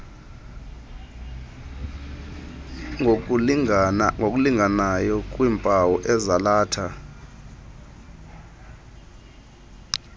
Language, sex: Xhosa, male